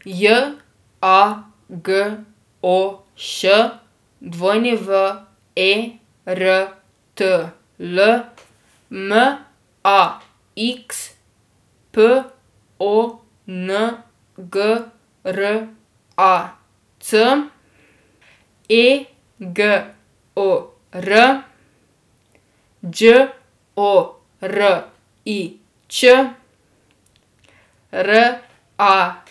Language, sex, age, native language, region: Slovenian, female, 12-17, Slovenian, Drava region